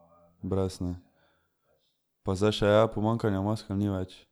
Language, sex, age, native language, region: Slovenian, male, 18-29, Slovenian, Drava region